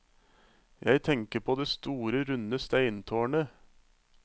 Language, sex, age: Norwegian, male, 35